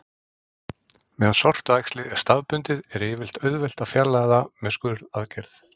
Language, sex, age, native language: Icelandic, male, 40-49, Icelandic